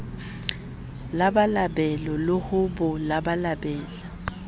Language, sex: Southern Sotho, female